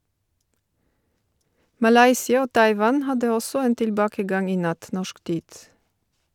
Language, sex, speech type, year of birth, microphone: Norwegian, female, read, 1970, Shure